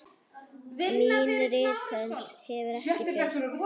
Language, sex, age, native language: Icelandic, male, 10, Icelandic